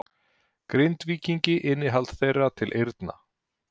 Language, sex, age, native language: Icelandic, male, 40-49, Icelandic